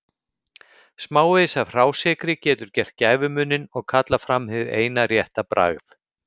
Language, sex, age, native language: Icelandic, male, 50-59, Icelandic